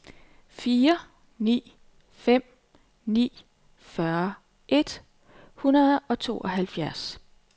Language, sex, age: Danish, female, 39